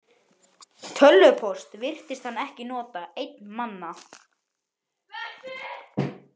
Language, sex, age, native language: Icelandic, male, 18-19, Icelandic